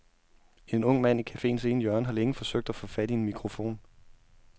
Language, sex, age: Danish, male, 31